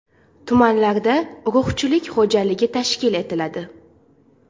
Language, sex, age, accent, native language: Uzbek, female, 19-29, Farg'ona, Uzbek